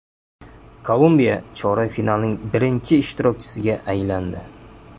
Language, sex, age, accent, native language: Uzbek, male, 25-34, Jizzax, Uzbek